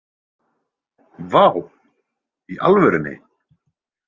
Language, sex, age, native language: Icelandic, male, 20-29, Icelandic